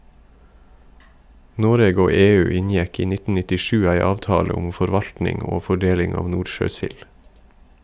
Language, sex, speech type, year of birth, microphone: Norwegian, male, read, 1972, Shure